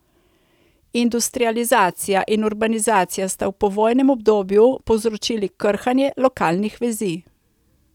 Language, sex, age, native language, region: Slovenian, female, 30-49, Slovenian, Coastal Karst region